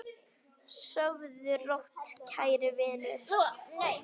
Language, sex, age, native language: Icelandic, female, 9, Icelandic